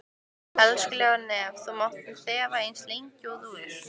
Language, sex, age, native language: Icelandic, female, 15, Icelandic